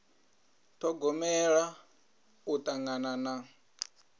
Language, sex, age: Venda, male, 22